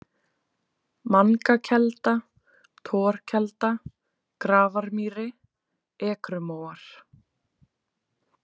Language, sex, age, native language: Icelandic, female, 20-29, Icelandic